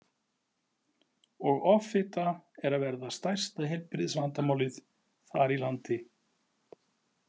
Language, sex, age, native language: Icelandic, male, 40-49, Icelandic